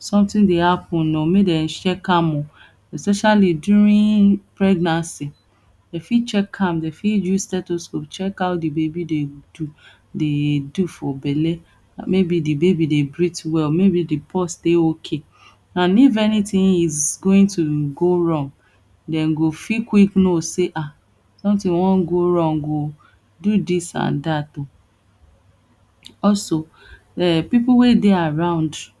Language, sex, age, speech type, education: Nigerian Pidgin, female, 30-45, spontaneous, tertiary